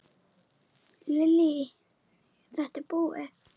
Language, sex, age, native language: Icelandic, female, 9, Icelandic